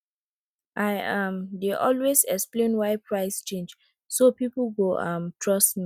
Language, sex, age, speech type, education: Nigerian Pidgin, female, 30-45, spontaneous, tertiary